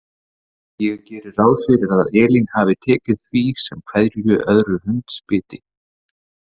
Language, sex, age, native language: Icelandic, male, 40-49, Icelandic